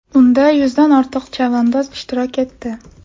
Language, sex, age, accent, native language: Uzbek, female, 18-24, Toshkent viloyati, Uzbek